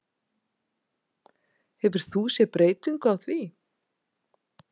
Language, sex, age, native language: Icelandic, female, 60-69, Icelandic